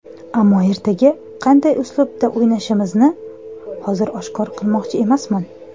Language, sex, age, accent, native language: Uzbek, female, 25-34, Toshkent shahri, Uzbek